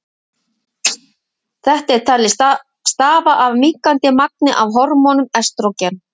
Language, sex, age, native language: Icelandic, female, 50-59, Icelandic